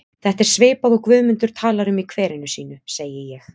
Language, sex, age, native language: Icelandic, female, 20-29, Icelandic